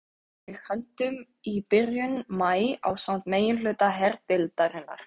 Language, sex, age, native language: Icelandic, female, 15, Icelandic